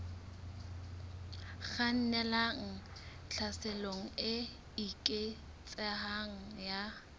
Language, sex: Southern Sotho, female